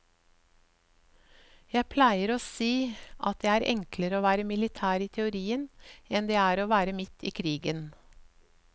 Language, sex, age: Norwegian, female, 54